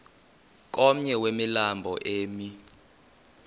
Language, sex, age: Xhosa, male, 24